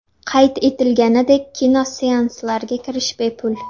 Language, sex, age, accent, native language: Uzbek, female, 19-29, Namangan, Uzbek